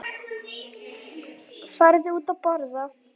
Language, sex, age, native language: Icelandic, female, 9, Icelandic